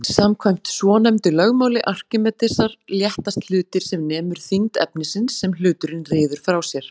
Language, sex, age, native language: Icelandic, female, 40-49, Icelandic